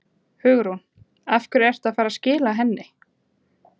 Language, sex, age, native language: Icelandic, female, 20-29, Icelandic